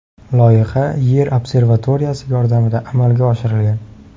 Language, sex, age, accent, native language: Uzbek, male, 18-24, Sirdaryo, Uzbek